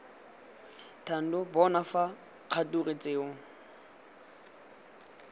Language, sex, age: Tswana, male, 20